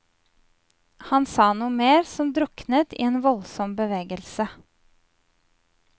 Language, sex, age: Norwegian, female, 27